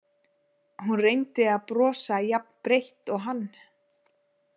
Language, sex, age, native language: Icelandic, female, 40-49, Icelandic